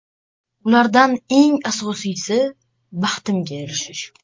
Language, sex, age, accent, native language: Uzbek, male, 12-17, Toshkent shahri, Uzbek